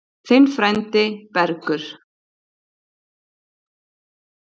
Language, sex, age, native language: Icelandic, female, 8, Icelandic